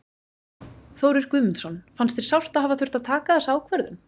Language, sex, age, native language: Icelandic, female, 20-29, Icelandic